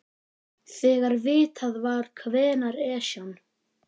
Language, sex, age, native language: Icelandic, female, 9, Icelandic